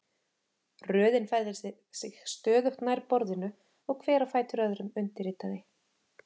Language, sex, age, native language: Icelandic, female, 30-39, Icelandic